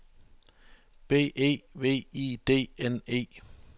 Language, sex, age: Danish, male, 41